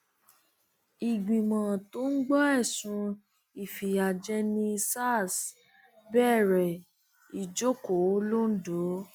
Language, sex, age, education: Yoruba, female, 30-45, tertiary